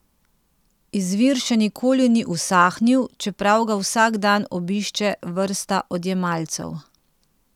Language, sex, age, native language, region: Slovenian, female, 30-49, Slovenian, Central Slovenia